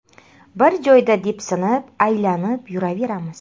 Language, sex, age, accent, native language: Uzbek, female, 30-39, Navoiy, Uzbek